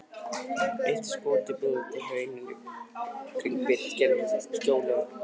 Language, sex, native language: Icelandic, male, Icelandic